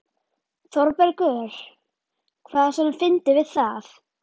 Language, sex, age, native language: Icelandic, female, 11, Icelandic